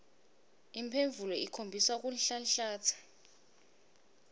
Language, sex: Swati, female